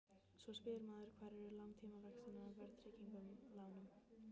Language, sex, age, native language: Icelandic, female, 15, Icelandic